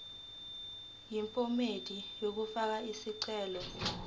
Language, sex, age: Zulu, female, 19